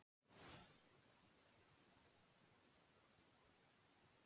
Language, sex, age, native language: Icelandic, female, 40-49, Icelandic